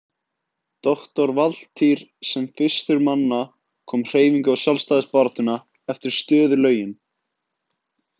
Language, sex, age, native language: Icelandic, male, 18-19, Icelandic